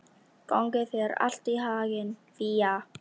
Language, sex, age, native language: Icelandic, female, 13, Icelandic